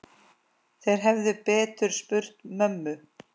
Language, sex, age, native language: Icelandic, female, 10, Icelandic